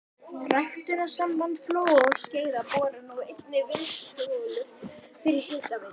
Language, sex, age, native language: Icelandic, female, 11, Icelandic